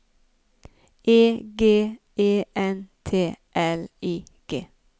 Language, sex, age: Norwegian, female, 51